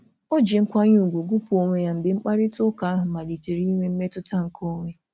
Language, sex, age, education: Igbo, female, 30-45, tertiary